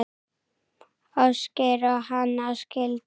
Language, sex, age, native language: Icelandic, male, 9, Icelandic